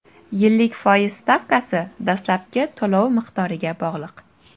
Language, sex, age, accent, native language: Uzbek, female, 18-24, Jizzax, Uzbek